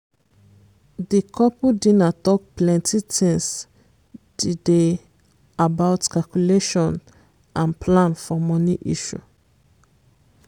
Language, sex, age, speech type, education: Nigerian Pidgin, female, 15-29, spontaneous, secondary